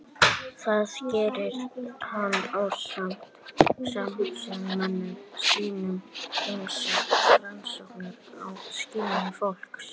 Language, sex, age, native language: Icelandic, male, 18-19, Icelandic